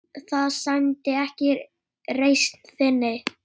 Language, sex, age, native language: Icelandic, male, 8, Icelandic